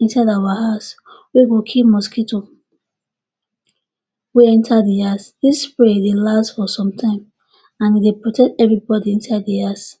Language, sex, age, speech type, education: Nigerian Pidgin, female, 46-60, spontaneous, tertiary